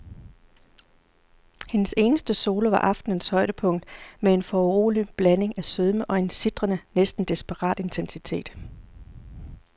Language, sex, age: Danish, female, 40